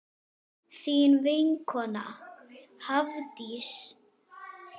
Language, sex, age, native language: Icelandic, female, 8, Icelandic